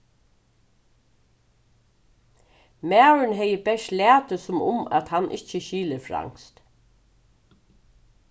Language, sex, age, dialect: Faroese, female, 36-60, Suðurstreymoy